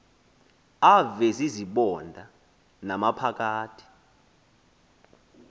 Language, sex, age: Xhosa, male, 20